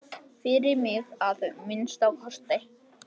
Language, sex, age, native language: Icelandic, male, 10, Icelandic